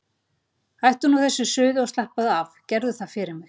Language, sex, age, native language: Icelandic, female, 40-49, Icelandic